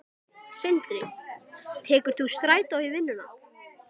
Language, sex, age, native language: Icelandic, male, 12, Icelandic